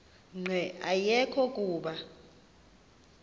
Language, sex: Xhosa, female